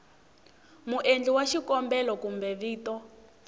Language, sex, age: Tsonga, female, 18